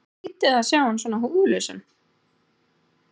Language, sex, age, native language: Icelandic, female, 30-39, Icelandic